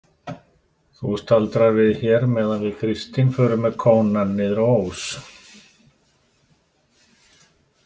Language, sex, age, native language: Icelandic, male, 60-69, Icelandic